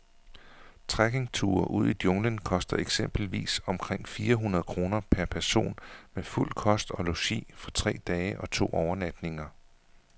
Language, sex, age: Danish, male, 41